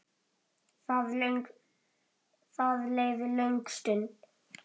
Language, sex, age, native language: Icelandic, male, 8, Icelandic